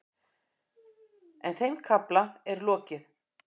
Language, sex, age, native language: Icelandic, female, 10, Icelandic